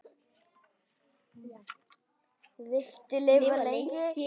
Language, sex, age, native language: Icelandic, male, 9, Icelandic